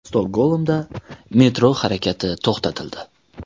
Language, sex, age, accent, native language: Uzbek, male, 19-29, Toshkent shahri, Uzbek